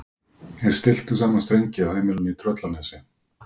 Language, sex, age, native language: Icelandic, male, 40-49, Icelandic